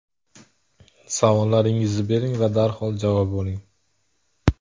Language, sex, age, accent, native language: Uzbek, male, 25-34, Jizzax, Uzbek